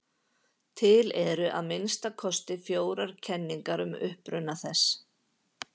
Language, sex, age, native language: Icelandic, female, 50-59, Icelandic